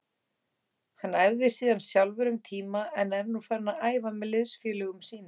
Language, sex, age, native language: Icelandic, female, 18-19, Icelandic